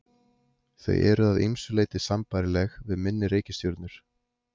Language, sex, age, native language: Icelandic, male, 30-39, Icelandic